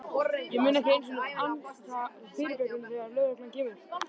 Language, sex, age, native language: Icelandic, male, 13, Icelandic